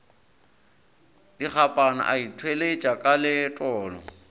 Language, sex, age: Northern Sotho, male, 22